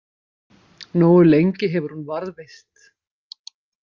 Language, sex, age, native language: Icelandic, female, 50-59, Icelandic